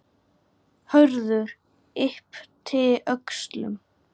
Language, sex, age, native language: Icelandic, male, 9, Icelandic